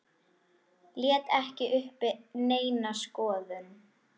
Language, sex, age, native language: Icelandic, female, 10, Icelandic